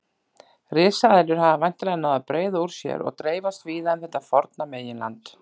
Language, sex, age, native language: Icelandic, female, 40-49, Icelandic